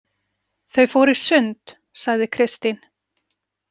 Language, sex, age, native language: Icelandic, female, 40-49, Icelandic